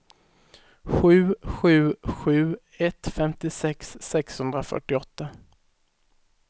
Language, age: Swedish, 18